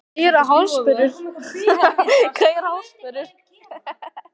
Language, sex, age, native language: Icelandic, female, 18-19, Icelandic